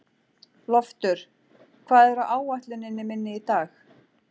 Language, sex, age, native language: Icelandic, female, 40-49, Icelandic